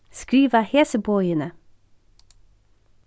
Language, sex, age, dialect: Faroese, female, 36-60, Norðurstreymoy/Eysturoy